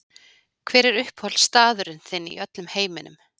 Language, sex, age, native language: Icelandic, female, 40-49, Icelandic